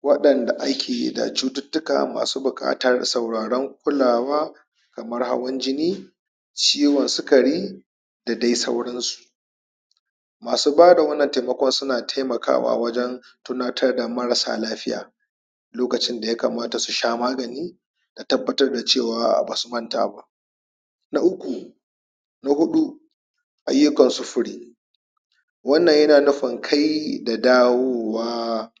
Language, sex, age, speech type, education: Hausa, male, 30-45, spontaneous, tertiary